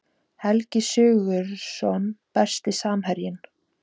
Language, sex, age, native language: Icelandic, female, 17, Icelandic